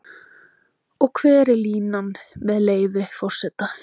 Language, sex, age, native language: Icelandic, female, 20-29, Icelandic